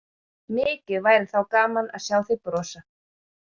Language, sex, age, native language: Icelandic, female, 30-39, Icelandic